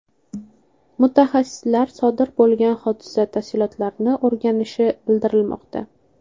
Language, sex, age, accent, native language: Uzbek, female, 18-24, Toshkent shahri, Uzbek